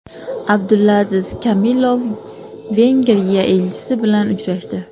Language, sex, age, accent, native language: Uzbek, female, 18-24, Samarqand, Uzbek